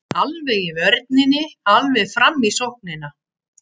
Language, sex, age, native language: Icelandic, female, 60-69, Icelandic